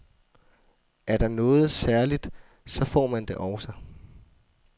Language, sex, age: Danish, male, 24